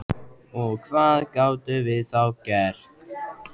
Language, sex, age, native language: Icelandic, male, 14, Icelandic